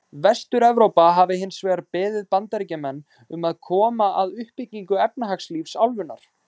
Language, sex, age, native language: Icelandic, male, 20-29, Icelandic